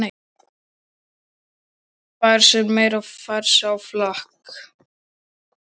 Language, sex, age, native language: Icelandic, male, 12, Icelandic